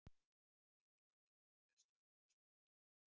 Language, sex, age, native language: Icelandic, male, 70-79, Icelandic